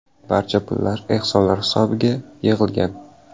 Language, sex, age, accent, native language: Uzbek, male, 18-24, Samarqand, Uzbek